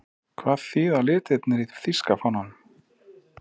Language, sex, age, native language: Icelandic, male, 30-39, Icelandic